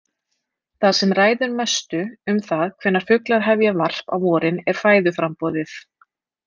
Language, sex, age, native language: Icelandic, female, 30-39, Icelandic